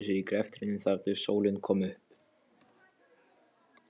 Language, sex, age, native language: Icelandic, male, 13, Polish